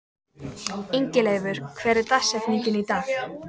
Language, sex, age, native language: Icelandic, female, 14, Icelandic